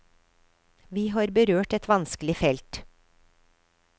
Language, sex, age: Norwegian, female, 53